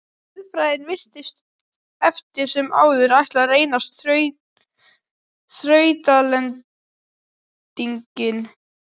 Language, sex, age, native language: Icelandic, male, 12, Icelandic